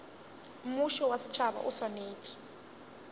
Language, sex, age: Northern Sotho, female, 20